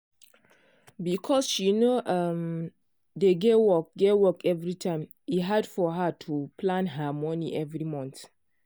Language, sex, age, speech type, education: Nigerian Pidgin, female, 15-29, spontaneous, tertiary